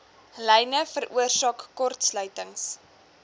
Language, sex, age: Afrikaans, female, 20